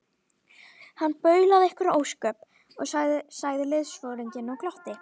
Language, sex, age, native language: Icelandic, female, 12, Icelandic